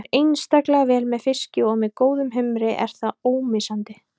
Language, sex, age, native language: Icelandic, female, 30-39, Icelandic